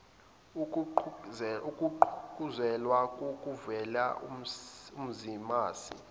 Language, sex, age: Zulu, male, 25